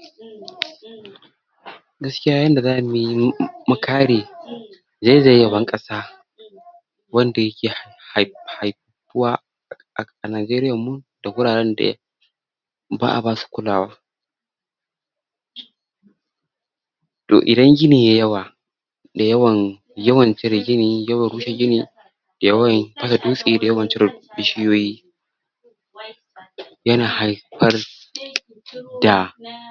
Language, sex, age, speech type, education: Hausa, male, 46-60, spontaneous, tertiary